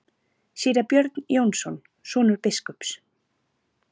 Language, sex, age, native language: Icelandic, female, 40-49, Icelandic